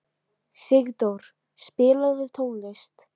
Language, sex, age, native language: Icelandic, female, 13, Icelandic